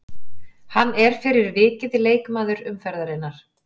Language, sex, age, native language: Icelandic, female, 40-49, Icelandic